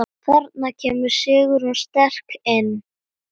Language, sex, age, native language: Icelandic, female, 10, Icelandic